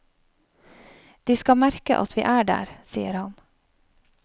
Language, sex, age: Norwegian, female, 31